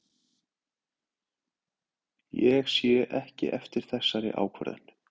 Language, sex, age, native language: Icelandic, male, 30-39, Icelandic